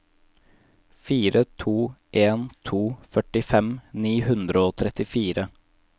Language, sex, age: Norwegian, male, 18